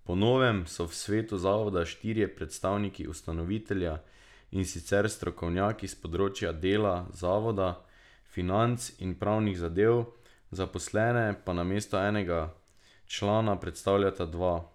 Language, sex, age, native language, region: Slovenian, male, 18-29, Slovenian, Drava region